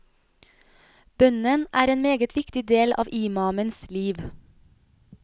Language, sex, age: Norwegian, female, 25